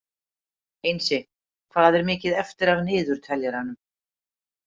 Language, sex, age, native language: Icelandic, female, 50-59, Icelandic